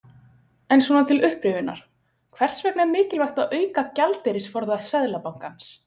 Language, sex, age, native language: Icelandic, female, 20-29, Icelandic